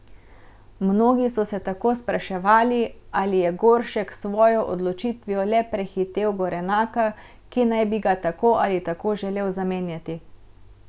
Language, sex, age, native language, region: Slovenian, female, 30-49, Slovenian, Central Slovenia